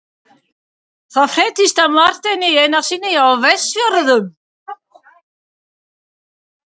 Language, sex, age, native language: Icelandic, female, 60-69, French